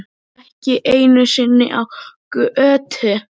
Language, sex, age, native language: Icelandic, male, 10, Icelandic